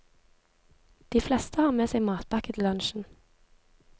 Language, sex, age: Norwegian, female, 23